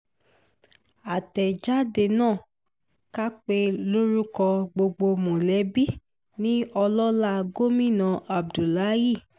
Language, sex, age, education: Yoruba, female, 15-29, tertiary